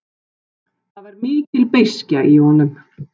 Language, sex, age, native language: Icelandic, male, 12, Icelandic